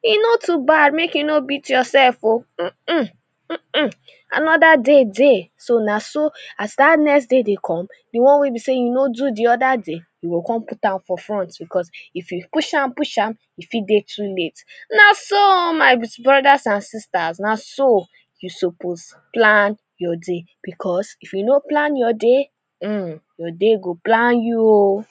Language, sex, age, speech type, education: Nigerian Pidgin, female, 15-29, spontaneous, secondary